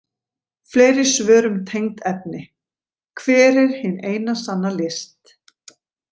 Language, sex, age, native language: Icelandic, female, 40-49, Icelandic